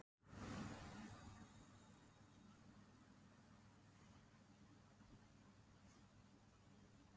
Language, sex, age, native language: Icelandic, female, 50-59, Icelandic